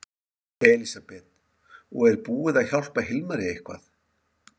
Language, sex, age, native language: Icelandic, male, 50-59, Icelandic